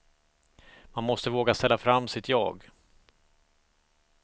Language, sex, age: Swedish, male, 45